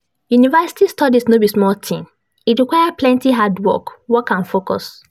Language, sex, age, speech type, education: Nigerian Pidgin, female, 15-29, spontaneous, tertiary